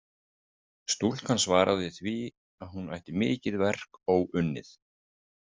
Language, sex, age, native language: Icelandic, male, 50-59, Icelandic